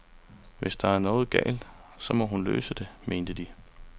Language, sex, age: Danish, male, 35